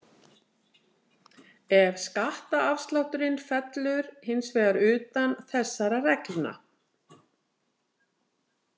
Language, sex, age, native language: Icelandic, female, 60-69, Icelandic